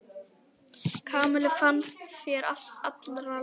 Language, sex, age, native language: Icelandic, female, 10, Icelandic